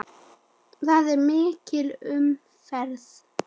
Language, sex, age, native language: Icelandic, female, 10, Icelandic